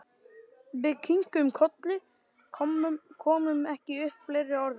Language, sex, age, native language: Icelandic, male, 12, Icelandic